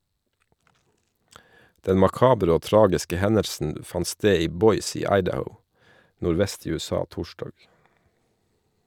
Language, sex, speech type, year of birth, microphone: Norwegian, male, read, 1979, Shure